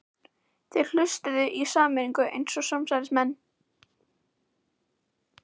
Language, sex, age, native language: Icelandic, female, 11, Icelandic